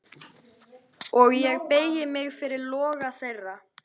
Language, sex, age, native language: Icelandic, female, 13, Icelandic